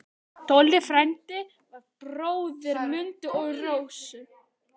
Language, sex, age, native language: Icelandic, male, 11, Icelandic